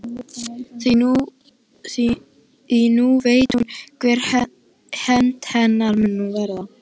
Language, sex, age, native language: Icelandic, male, 12, Icelandic